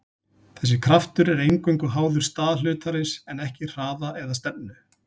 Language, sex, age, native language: Icelandic, male, 40-49, Icelandic